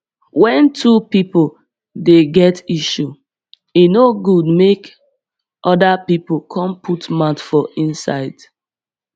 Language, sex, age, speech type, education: Nigerian Pidgin, female, 15-29, spontaneous, secondary